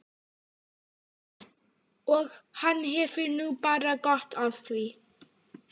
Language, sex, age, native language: Icelandic, female, 12, Icelandic